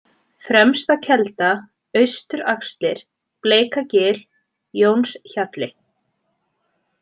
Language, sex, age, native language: Icelandic, female, 20-29, Icelandic